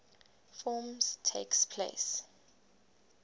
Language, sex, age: English, female, 19